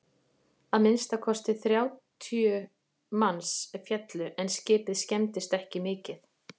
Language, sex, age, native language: Icelandic, female, 40-49, Icelandic